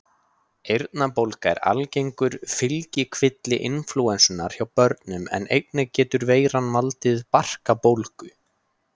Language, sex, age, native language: Icelandic, male, 20-29, Icelandic